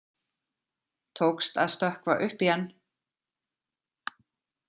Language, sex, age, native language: Icelandic, female, 40-49, Icelandic